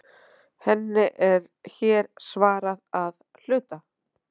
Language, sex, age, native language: Icelandic, female, 30-39, Icelandic